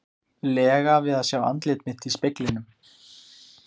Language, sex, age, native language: Icelandic, male, 20-29, Icelandic